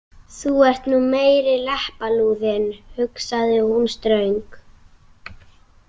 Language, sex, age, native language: Icelandic, female, 18-19, Icelandic